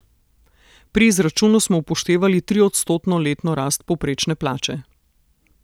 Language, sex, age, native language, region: Slovenian, female, 30-49, Slovenian, Southeast Slovenia